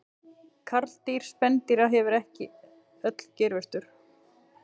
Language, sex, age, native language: Icelandic, female, 40-49, Icelandic